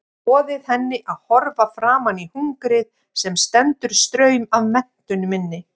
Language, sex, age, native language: Icelandic, female, 50-59, Icelandic